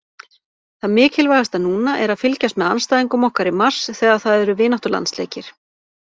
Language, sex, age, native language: Icelandic, female, 40-49, Icelandic